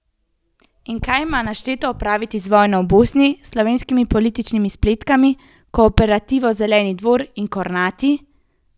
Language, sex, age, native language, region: Slovenian, female, 18-29, Slovenian, Central Slovenia